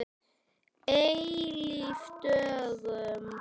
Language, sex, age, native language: Icelandic, male, 8, Icelandic